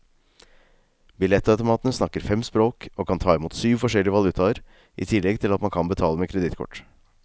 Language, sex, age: Norwegian, male, 36